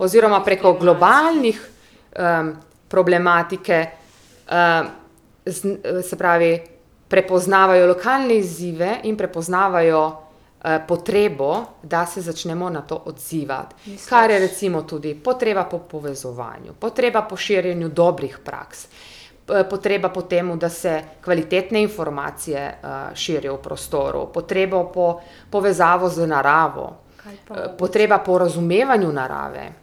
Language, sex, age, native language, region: Slovenian, female, 30-49, Slovenian, Primorsko-notranjska region